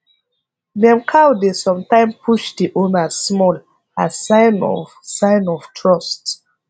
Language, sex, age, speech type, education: Nigerian Pidgin, female, 15-29, spontaneous, tertiary